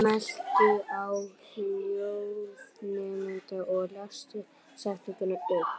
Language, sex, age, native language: Icelandic, male, 18-19, Icelandic